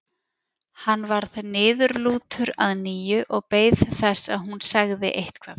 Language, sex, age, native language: Icelandic, female, 40-49, Icelandic